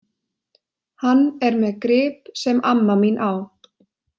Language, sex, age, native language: Icelandic, female, 20-29, Icelandic